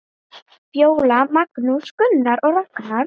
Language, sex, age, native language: Icelandic, female, 9, Icelandic